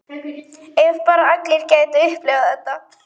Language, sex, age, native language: Icelandic, male, 11, Icelandic